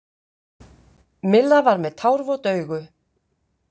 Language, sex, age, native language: Icelandic, female, 50-59, Icelandic